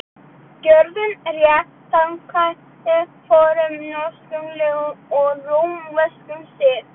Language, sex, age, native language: Icelandic, female, 12, Icelandic